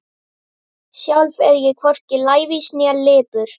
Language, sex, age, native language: Icelandic, female, 12, Icelandic